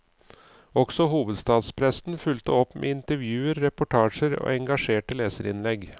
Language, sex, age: Norwegian, male, 39